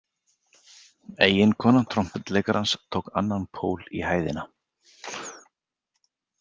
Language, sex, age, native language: Icelandic, male, 40-49, Icelandic